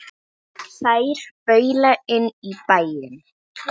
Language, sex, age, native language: Icelandic, female, 9, Icelandic